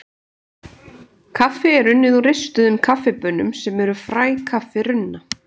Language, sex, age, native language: Icelandic, female, 30-39, Icelandic